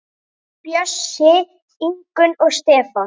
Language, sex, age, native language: Icelandic, female, 9, Icelandic